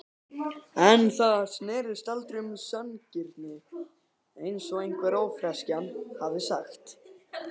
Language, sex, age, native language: Icelandic, male, 18-19, Icelandic